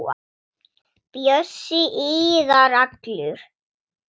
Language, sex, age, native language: Icelandic, female, 7, Swedish